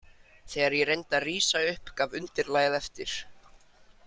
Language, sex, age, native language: Icelandic, male, 40-49, Icelandic